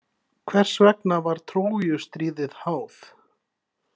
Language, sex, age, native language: Icelandic, male, 30-39, Icelandic